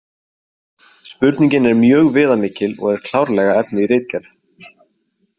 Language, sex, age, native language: Icelandic, male, 20-29, Icelandic